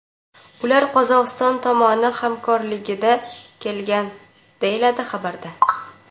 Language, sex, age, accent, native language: Uzbek, female, 18-24, Toshkent viloyati, Uzbek